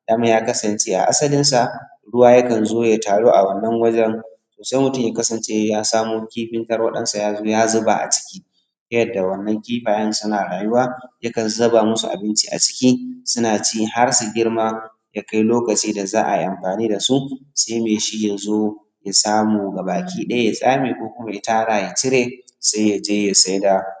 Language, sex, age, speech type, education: Hausa, male, 15-29, spontaneous, tertiary